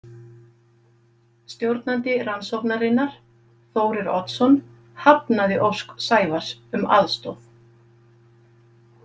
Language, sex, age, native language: Icelandic, female, 50-59, Icelandic